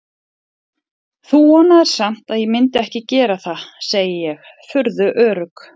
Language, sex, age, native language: Icelandic, female, 40-49, Icelandic